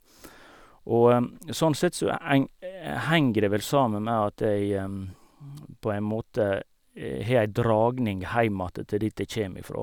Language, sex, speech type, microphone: Norwegian, male, spontaneous, Sennheiser